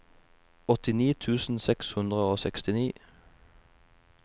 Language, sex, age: Norwegian, male, 21